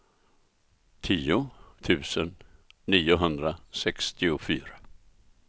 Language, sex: Swedish, male